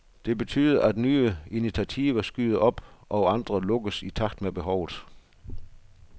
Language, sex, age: Danish, male, 62